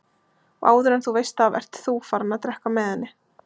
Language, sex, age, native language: Icelandic, female, 20-29, Icelandic